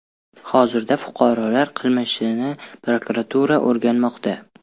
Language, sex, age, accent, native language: Uzbek, male, 12-17, Toshkent viloyati, Uzbek